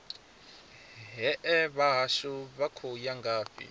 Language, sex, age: Venda, male, 20